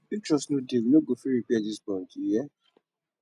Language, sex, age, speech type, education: Nigerian Pidgin, male, 15-29, spontaneous, tertiary